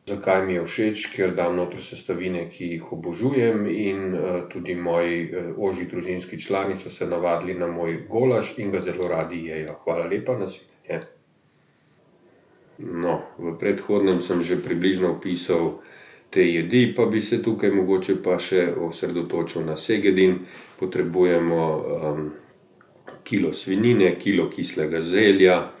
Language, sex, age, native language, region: Slovenian, male, 50-59, Slovenian, Central Slovenia